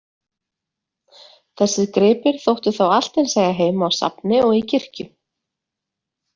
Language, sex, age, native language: Icelandic, female, 30-39, Icelandic